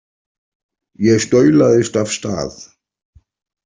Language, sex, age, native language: Icelandic, male, 40-49, Icelandic